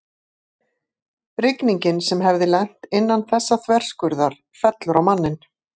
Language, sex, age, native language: Icelandic, female, 50-59, Icelandic